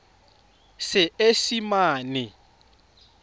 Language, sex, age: Tswana, male, 31